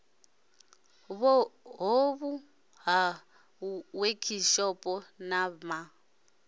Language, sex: Venda, male